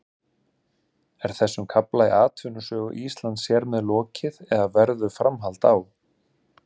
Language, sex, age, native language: Icelandic, male, 30-39, Icelandic